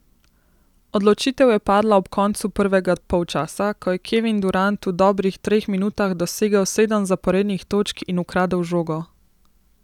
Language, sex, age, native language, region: Slovenian, female, 18-29, Slovenian, Central Slovenia